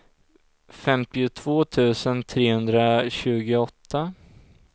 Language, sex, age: Swedish, male, 16